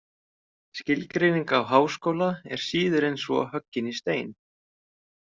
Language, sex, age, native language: Icelandic, male, 30-39, Icelandic